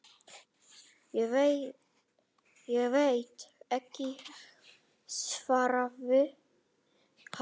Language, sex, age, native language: Icelandic, male, 9, Icelandic